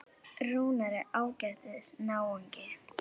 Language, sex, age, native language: Icelandic, female, 9, Icelandic